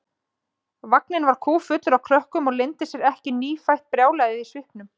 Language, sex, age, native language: Icelandic, female, 20-29, Icelandic